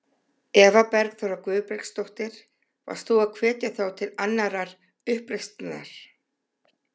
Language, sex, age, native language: Icelandic, female, 60-69, Icelandic